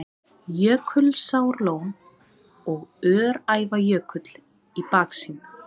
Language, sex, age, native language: Icelandic, female, 20-29, Icelandic